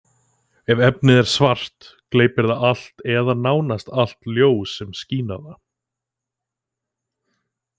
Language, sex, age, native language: Icelandic, male, 20-29, Icelandic